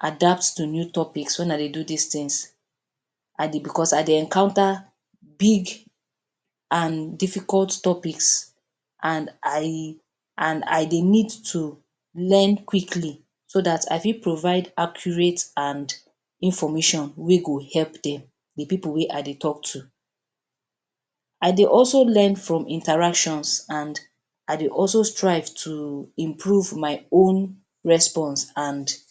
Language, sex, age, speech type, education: Nigerian Pidgin, female, 30-45, spontaneous, tertiary